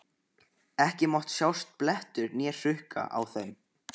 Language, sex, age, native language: Icelandic, male, 15, Icelandic